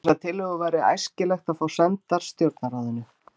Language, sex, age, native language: Icelandic, female, 50-59, Icelandic